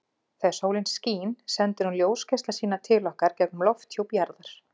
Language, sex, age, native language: Icelandic, female, 40-49, Icelandic